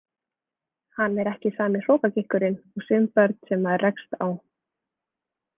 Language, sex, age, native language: Icelandic, female, 20-29, Icelandic